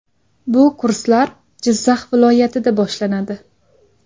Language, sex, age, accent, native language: Uzbek, female, 19-29, Sirdaryo, Uzbek